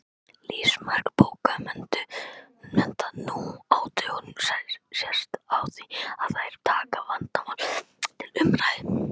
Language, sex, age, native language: Icelandic, male, 18-19, Icelandic